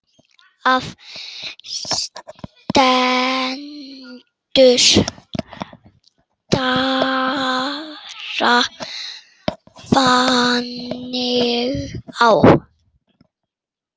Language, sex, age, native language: Icelandic, male, 6, Icelandic